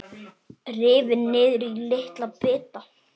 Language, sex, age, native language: Icelandic, male, 9, Icelandic